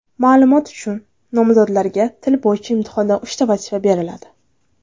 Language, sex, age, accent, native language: Uzbek, female, 19-29, Navoiy, Uzbek